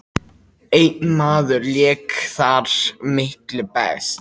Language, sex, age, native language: Icelandic, male, 18-19, Icelandic